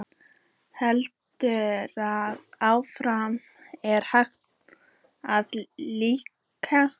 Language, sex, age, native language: Icelandic, female, 14, Icelandic